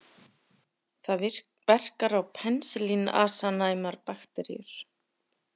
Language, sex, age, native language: Icelandic, female, 40-49, Icelandic